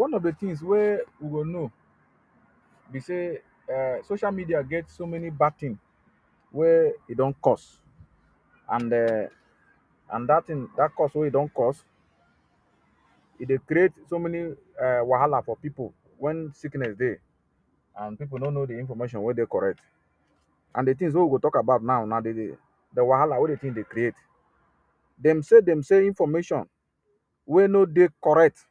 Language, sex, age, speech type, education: Nigerian Pidgin, male, 30-45, spontaneous, tertiary